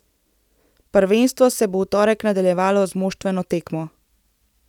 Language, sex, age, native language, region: Slovenian, female, 18-29, Slovenian, Central Slovenia